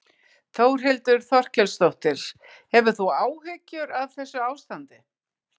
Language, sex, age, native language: Icelandic, female, 60-69, Icelandic